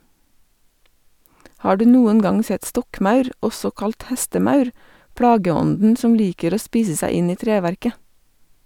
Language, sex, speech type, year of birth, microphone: Norwegian, female, read, 1985, Sennheiser